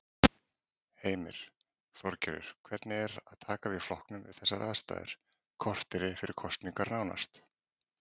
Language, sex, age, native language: Icelandic, male, 40-49, Icelandic